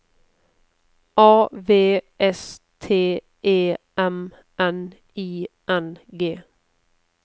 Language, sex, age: Norwegian, female, 31